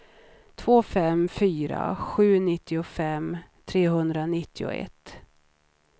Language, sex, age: Swedish, female, 39